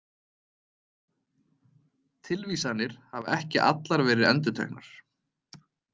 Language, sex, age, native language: Icelandic, male, 30-39, Icelandic